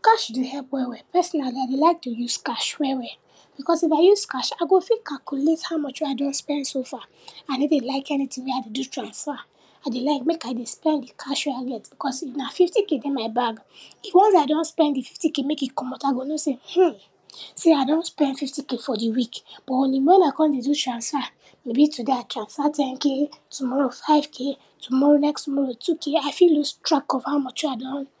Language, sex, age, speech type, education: Nigerian Pidgin, female, 15-29, spontaneous, tertiary